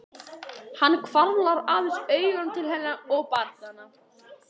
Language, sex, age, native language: Icelandic, male, 11, Icelandic